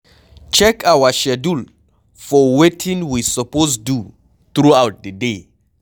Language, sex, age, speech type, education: Nigerian Pidgin, male, 15-29, read, secondary